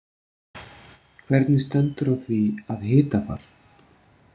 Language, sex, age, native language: Icelandic, male, 40-49, Icelandic